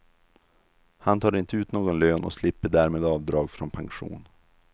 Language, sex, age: Swedish, male, 32